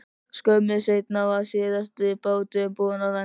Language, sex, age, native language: Icelandic, male, 13, Icelandic